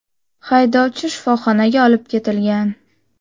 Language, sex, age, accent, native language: Uzbek, female, 12-17, Xorazm, Uzbek